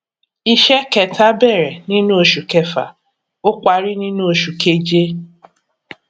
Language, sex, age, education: Yoruba, female, 30-45, tertiary